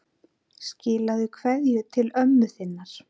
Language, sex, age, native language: Icelandic, female, 9, Icelandic